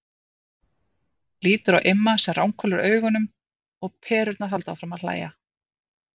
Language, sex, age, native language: Icelandic, female, 50-59, Icelandic